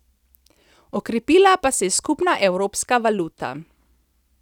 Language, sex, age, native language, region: Slovenian, female, 30-49, Slovenian, Central Slovenia